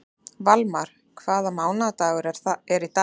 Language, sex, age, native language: Icelandic, female, 30-39, Icelandic